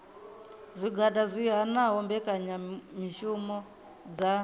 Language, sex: Venda, female